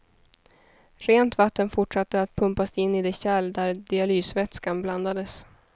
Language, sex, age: Swedish, female, 23